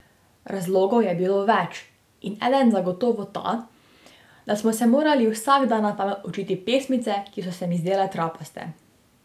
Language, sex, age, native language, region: Slovenian, female, 18-29, Slovenian, Drava region